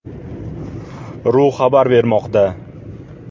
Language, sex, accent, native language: Uzbek, male, Namangan, Uzbek